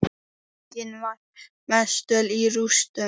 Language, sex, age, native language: Icelandic, male, 8, Icelandic